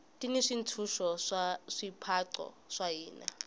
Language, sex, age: Tsonga, female, 20